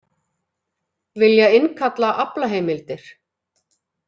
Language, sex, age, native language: Icelandic, female, 50-59, Icelandic